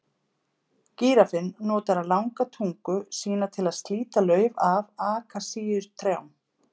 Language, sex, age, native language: Icelandic, female, 50-59, Icelandic